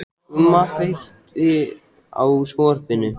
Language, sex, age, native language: Icelandic, male, 14, Icelandic